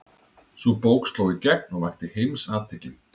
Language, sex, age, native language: Icelandic, male, 30-39, Icelandic